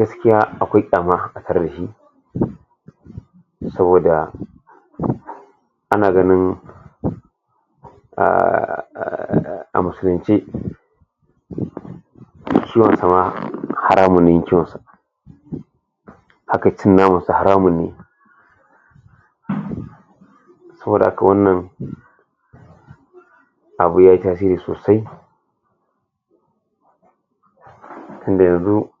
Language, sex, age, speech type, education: Hausa, male, 60+, spontaneous, tertiary